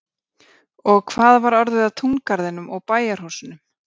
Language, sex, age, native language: Icelandic, female, 30-39, Icelandic